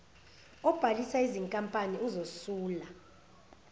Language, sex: Zulu, female